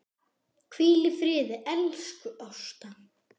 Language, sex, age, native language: Icelandic, male, 10, Icelandic